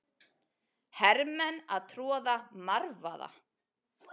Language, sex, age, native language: Icelandic, female, 40-49, Icelandic